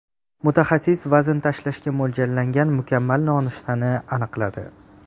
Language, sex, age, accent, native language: Uzbek, male, 18-24, Jizzax, Uzbek